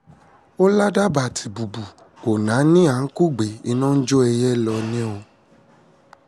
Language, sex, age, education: Yoruba, male, 30-45, secondary